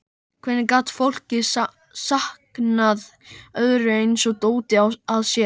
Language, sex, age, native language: Icelandic, male, 13, Icelandic